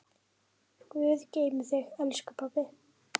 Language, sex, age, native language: Icelandic, female, 10, Icelandic